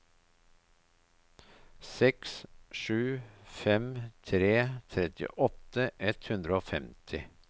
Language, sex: Norwegian, male